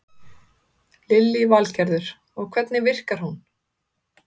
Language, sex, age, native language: Icelandic, female, 30-39, Icelandic